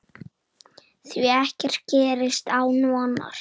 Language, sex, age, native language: Icelandic, male, 7, Icelandic